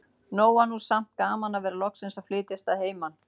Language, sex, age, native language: Icelandic, female, 40-49, Icelandic